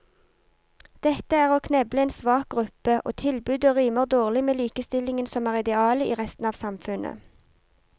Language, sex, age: Norwegian, female, 32